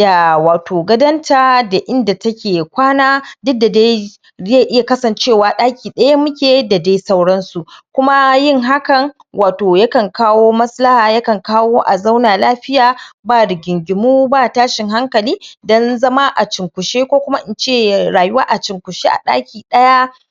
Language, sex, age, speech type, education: Hausa, male, 15-29, spontaneous, primary